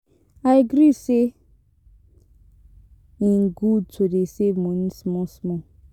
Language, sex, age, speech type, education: Nigerian Pidgin, female, 30-45, spontaneous, tertiary